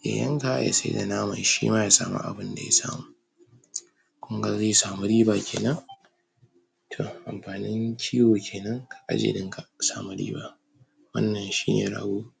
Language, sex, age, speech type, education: Hausa, male, 15-29, spontaneous, tertiary